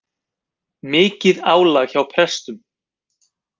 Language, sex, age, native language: Icelandic, male, 20-29, Icelandic